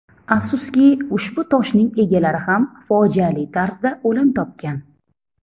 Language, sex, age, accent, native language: Uzbek, female, 30-39, Toshkent shahri, Uzbek